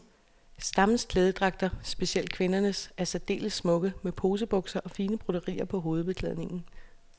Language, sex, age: Danish, female, 36